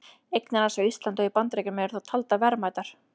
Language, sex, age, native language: Icelandic, female, 30-39, Icelandic